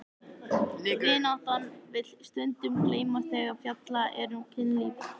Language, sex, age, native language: Icelandic, male, 14, Icelandic